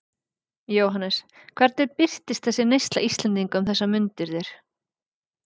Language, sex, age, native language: Icelandic, female, 40-49, Icelandic